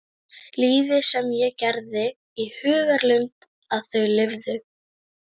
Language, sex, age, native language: Icelandic, female, 11, Icelandic